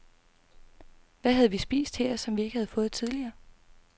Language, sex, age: Danish, female, 32